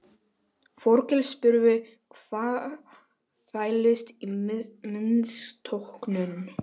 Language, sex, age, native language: Icelandic, male, 11, Polish